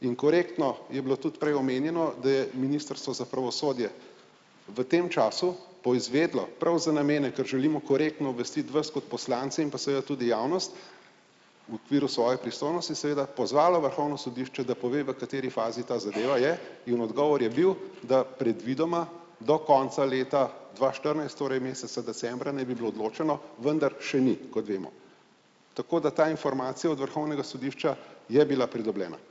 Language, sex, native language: Slovenian, male, Slovenian